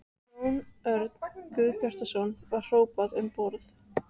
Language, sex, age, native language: Icelandic, female, 14, Icelandic